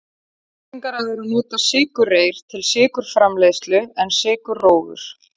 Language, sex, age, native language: Icelandic, female, 40-49, Icelandic